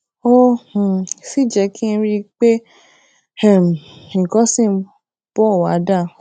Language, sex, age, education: Yoruba, female, 15-29, tertiary